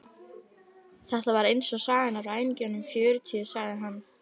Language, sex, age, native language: Icelandic, female, 11, Icelandic